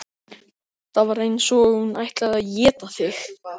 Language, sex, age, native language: Icelandic, male, 13, Icelandic